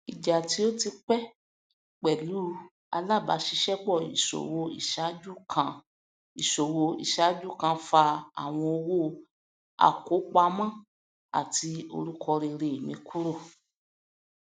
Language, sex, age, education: Yoruba, female, 46-60, tertiary